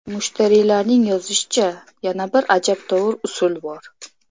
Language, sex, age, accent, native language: Uzbek, female, 25-34, Namangan, Uzbek